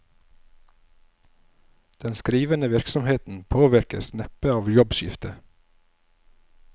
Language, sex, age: Norwegian, male, 27